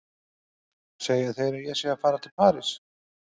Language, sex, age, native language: Icelandic, male, 40-49, Icelandic